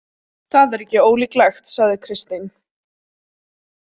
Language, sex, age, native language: Icelandic, female, 18-19, Icelandic